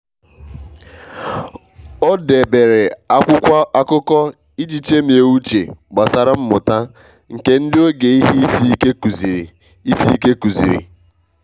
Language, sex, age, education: Igbo, male, 15-29, tertiary